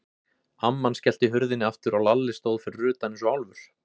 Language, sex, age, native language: Icelandic, male, 20-29, Icelandic